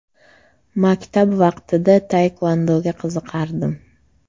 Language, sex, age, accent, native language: Uzbek, female, 25-34, Namangan, Uzbek